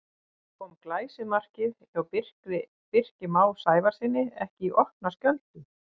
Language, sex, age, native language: Icelandic, female, 50-59, Icelandic